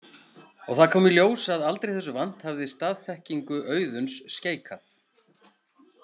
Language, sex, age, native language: Icelandic, male, 40-49, Icelandic